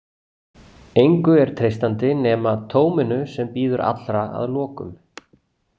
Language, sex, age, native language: Icelandic, male, 40-49, Icelandic